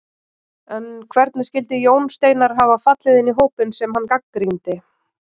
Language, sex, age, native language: Icelandic, female, 30-39, Icelandic